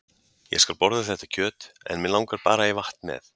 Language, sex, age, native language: Icelandic, male, 40-49, Icelandic